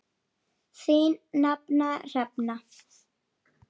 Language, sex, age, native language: Icelandic, female, 8, Icelandic